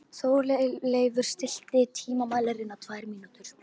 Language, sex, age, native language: Icelandic, female, 12, Icelandic